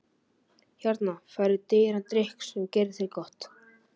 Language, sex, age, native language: Icelandic, male, 11, Icelandic